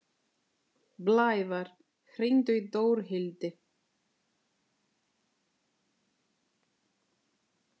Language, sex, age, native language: Icelandic, female, 40-49, Italian